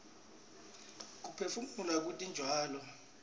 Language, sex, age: Swati, male, 26